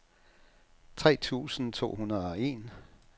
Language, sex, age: Danish, male, 67